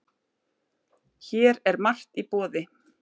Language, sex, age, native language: Icelandic, male, 9, Icelandic